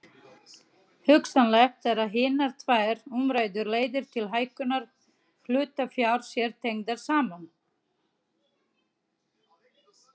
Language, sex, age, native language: Icelandic, female, 30-39, Icelandic